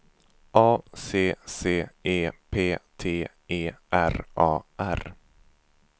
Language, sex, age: Swedish, male, 24